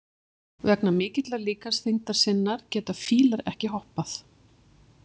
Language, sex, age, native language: Icelandic, female, 50-59, Icelandic